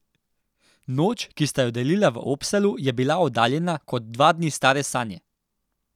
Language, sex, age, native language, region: Slovenian, male, 18-29, Slovenian, Central Slovenia